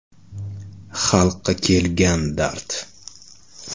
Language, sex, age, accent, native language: Uzbek, male, 35+, Toshkent shahri, Uzbek